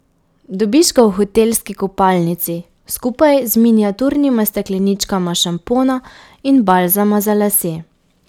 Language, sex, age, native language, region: Slovenian, female, 18-29, Slovenian, Pomurje region